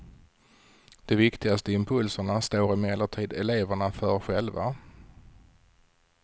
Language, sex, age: Swedish, male, 40